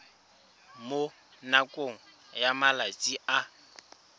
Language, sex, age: Tswana, male, 24